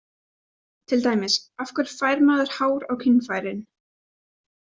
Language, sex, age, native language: Icelandic, female, 20-29, Icelandic